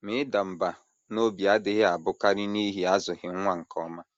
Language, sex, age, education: Igbo, male, 30-45, secondary